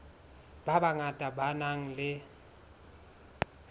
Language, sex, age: Southern Sotho, male, 22